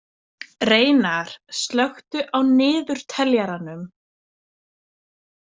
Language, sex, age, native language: Icelandic, female, 20-29, Icelandic